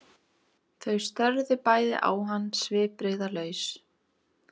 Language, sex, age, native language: Icelandic, female, 20-29, Icelandic